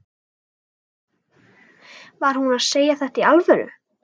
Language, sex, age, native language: Icelandic, other, 12, Icelandic